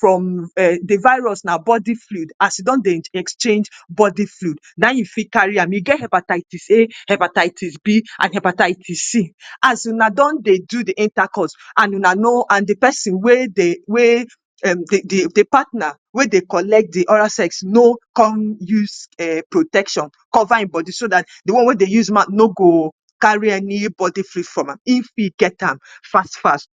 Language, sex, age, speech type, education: Nigerian Pidgin, female, 30-45, spontaneous, tertiary